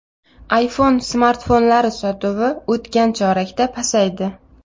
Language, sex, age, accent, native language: Uzbek, female, 25-34, Navoiy, Uzbek